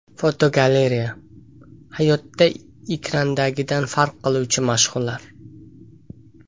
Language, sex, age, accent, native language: Uzbek, male, 18-24, Samarqand, Uzbek